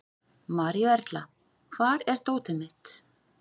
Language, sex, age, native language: Icelandic, female, 40-49, Icelandic